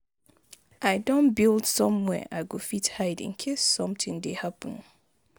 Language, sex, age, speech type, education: Nigerian Pidgin, female, 30-45, spontaneous, tertiary